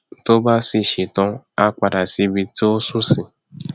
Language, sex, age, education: Yoruba, male, 15-29, tertiary